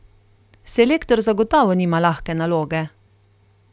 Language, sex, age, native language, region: Slovenian, female, 30-49, Slovenian, Carinthia region